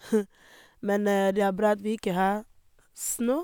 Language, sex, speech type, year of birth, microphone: Norwegian, female, spontaneous, 1988, Sennheiser